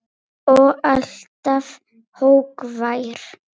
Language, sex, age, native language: Icelandic, female, 8, Polish